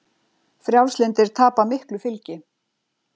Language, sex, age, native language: Icelandic, female, 40-49, Icelandic